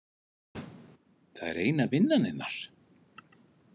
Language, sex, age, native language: Icelandic, male, 60-69, Icelandic